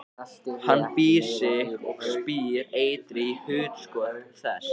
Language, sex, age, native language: Icelandic, male, 14, Icelandic